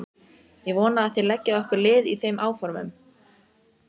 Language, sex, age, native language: Icelandic, female, 14, Icelandic